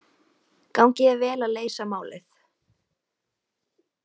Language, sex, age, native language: Icelandic, female, 20-29, Icelandic